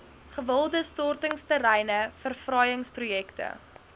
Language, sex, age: Afrikaans, female, 19